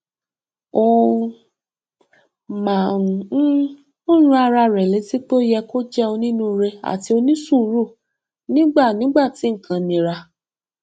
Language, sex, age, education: Yoruba, female, 15-29, tertiary